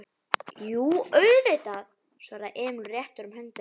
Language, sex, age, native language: Icelandic, female, 11, Icelandic